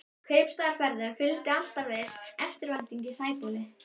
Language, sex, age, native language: Icelandic, female, 12, Icelandic